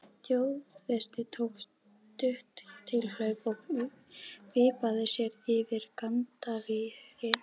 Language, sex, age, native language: Icelandic, female, 12, Icelandic